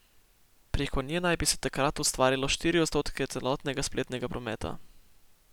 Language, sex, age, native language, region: Slovenian, male, 18-29, Slovenian, Posavska region